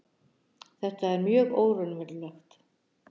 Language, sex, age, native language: Icelandic, female, 60-69, Icelandic